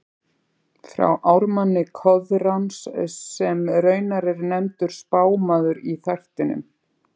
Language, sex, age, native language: Icelandic, female, 50-59, Icelandic